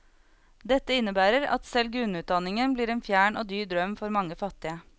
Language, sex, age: Norwegian, female, 36